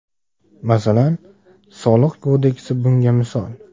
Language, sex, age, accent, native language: Uzbek, male, 19-29, Namangan, Uzbek